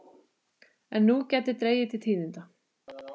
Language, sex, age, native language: Icelandic, male, 12, Icelandic